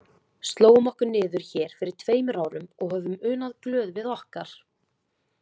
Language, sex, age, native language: Icelandic, female, 20-29, Icelandic